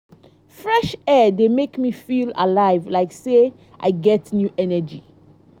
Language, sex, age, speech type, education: Nigerian Pidgin, female, 30-45, spontaneous, tertiary